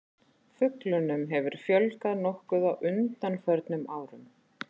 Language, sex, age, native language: Icelandic, female, 40-49, Icelandic